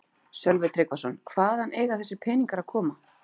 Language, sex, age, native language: Icelandic, female, 40-49, Icelandic